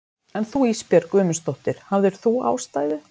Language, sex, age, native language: Icelandic, female, 50-59, Icelandic